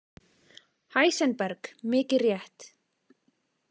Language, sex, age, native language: Icelandic, female, 20-29, Icelandic